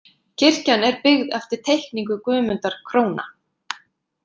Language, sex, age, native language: Icelandic, female, 50-59, Icelandic